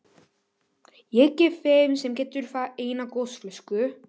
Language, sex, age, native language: Icelandic, male, 11, Polish